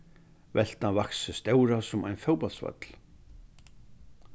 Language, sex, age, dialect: Faroese, male, 61+, Vágar